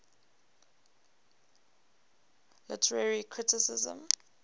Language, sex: English, female